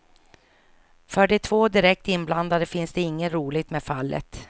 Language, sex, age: Swedish, female, 49